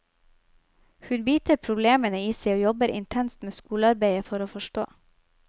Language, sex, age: Norwegian, female, 25